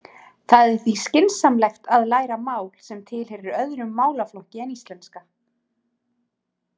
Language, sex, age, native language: Icelandic, female, 30-39, Icelandic